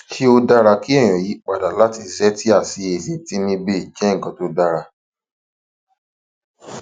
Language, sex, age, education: Yoruba, male, 15-29, tertiary